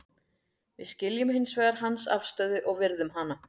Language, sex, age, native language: Icelandic, female, 40-49, Icelandic